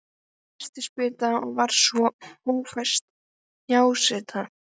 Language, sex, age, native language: Icelandic, male, 12, Icelandic